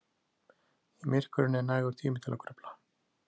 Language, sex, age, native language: Icelandic, male, 30-39, Icelandic